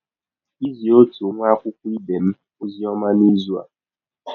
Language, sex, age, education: Igbo, male, 30-45, tertiary